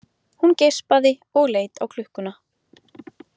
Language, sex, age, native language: Icelandic, female, 20-29, Icelandic